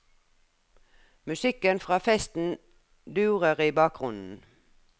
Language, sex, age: Norwegian, female, 57